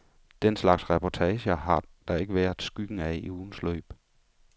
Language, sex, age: Danish, male, 35